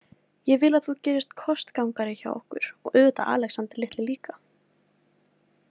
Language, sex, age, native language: Icelandic, female, 18-19, Icelandic